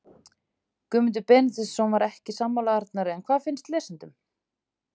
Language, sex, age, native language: Icelandic, female, 30-39, Icelandic